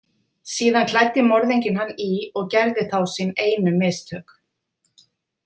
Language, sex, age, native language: Icelandic, female, 50-59, Icelandic